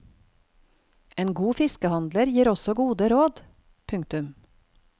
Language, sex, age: Norwegian, female, 48